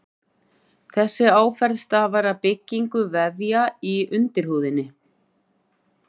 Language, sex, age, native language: Icelandic, female, 40-49, Icelandic